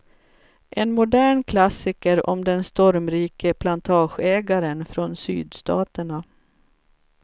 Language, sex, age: Swedish, female, 44